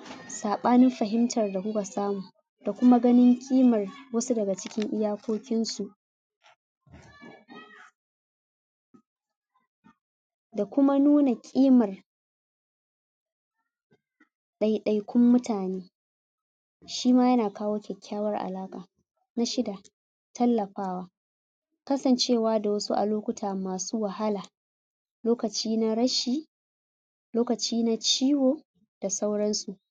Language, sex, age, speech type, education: Hausa, female, 30-45, spontaneous, tertiary